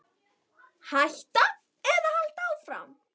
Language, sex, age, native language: Icelandic, male, 10, Icelandic